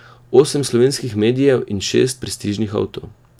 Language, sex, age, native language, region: Slovenian, male, 18-29, Slovenian, Drava region